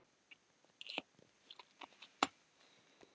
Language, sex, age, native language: Icelandic, female, 10, Icelandic